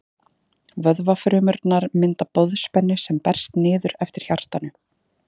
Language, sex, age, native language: Icelandic, female, 30-39, Icelandic